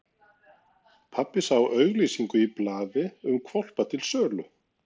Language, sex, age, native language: Icelandic, male, 40-49, Norwegian